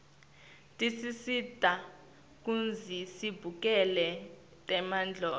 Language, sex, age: Swati, female, 19